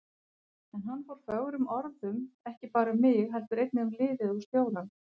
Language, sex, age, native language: Icelandic, female, 50-59, Icelandic